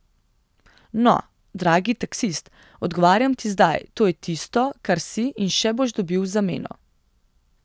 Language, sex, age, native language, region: Slovenian, female, 18-29, Slovenian, Gorenjska region